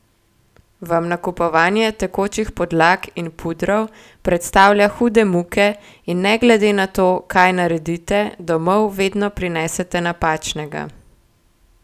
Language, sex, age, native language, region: Slovenian, female, 18-29, Slovenian, Gorenjska region